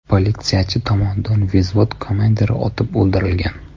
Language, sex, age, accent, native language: Uzbek, male, 25-34, Toshkent shahri, Uzbek